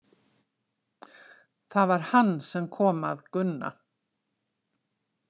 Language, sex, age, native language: Icelandic, female, 60-69, Icelandic